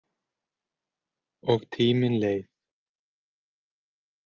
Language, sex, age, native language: Icelandic, male, 40-49, Icelandic